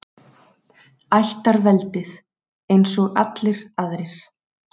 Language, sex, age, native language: Icelandic, female, 30-39, Icelandic